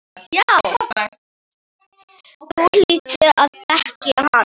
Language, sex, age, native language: Icelandic, female, 9, Icelandic